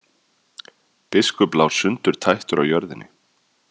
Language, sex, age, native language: Icelandic, male, 30-39, Icelandic